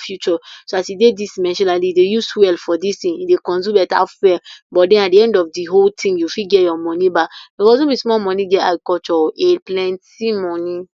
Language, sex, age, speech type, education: Nigerian Pidgin, female, 46-60, spontaneous, tertiary